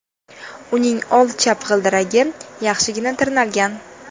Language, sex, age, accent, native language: Uzbek, female, 19-29, Toshkent viloyati, Uzbek